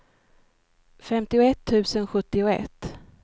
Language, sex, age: Swedish, female, 53